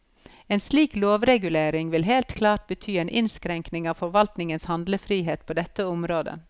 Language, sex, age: Norwegian, female, 54